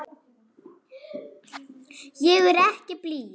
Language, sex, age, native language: Icelandic, female, 7, German